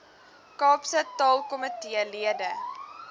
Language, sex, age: Afrikaans, female, 20